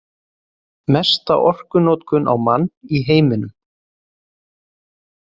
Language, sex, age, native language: Icelandic, male, 30-39, Icelandic